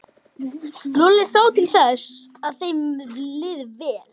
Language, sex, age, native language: Icelandic, male, 13, Icelandic